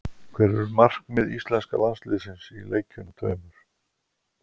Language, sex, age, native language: Icelandic, male, 50-59, Icelandic